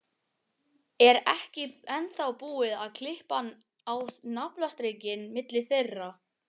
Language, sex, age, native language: Icelandic, male, 12, Icelandic